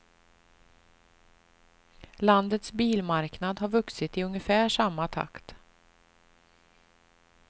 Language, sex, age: Swedish, female, 38